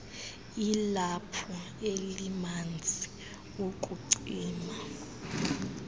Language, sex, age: Xhosa, female, 20